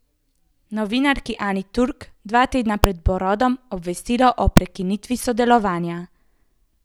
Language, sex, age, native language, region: Slovenian, female, 18-29, Slovenian, Central Slovenia